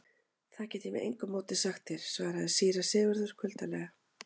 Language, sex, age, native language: Icelandic, female, 40-49, Icelandic